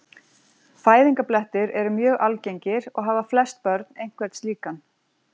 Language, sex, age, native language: Icelandic, female, 40-49, Icelandic